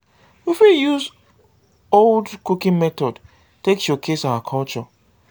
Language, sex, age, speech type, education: Nigerian Pidgin, male, 30-45, spontaneous, tertiary